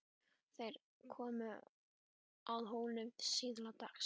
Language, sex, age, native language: Icelandic, female, 12, Icelandic